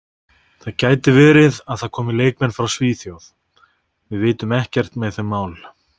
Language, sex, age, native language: Icelandic, male, 30-39, Icelandic